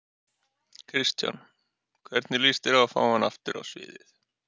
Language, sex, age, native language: Icelandic, male, 30-39, Icelandic